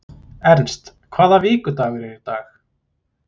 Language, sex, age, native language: Icelandic, male, 30-39, Icelandic